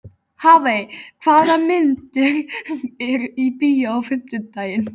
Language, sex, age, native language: Icelandic, female, 13, Icelandic